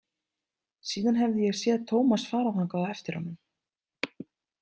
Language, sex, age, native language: Icelandic, female, 30-39, Icelandic